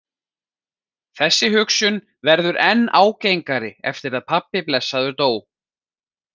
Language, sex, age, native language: Icelandic, male, 40-49, Icelandic